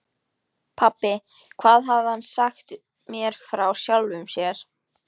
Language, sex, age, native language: Icelandic, female, 13, Icelandic